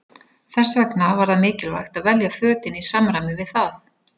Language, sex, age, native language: Icelandic, female, 40-49, Icelandic